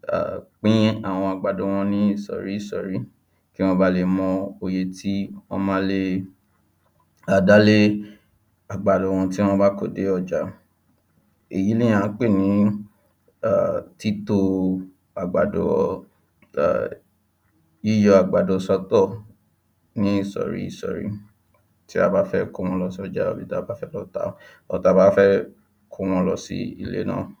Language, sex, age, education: Yoruba, male, 15-29, tertiary